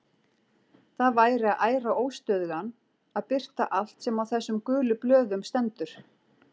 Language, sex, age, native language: Icelandic, female, 40-49, Icelandic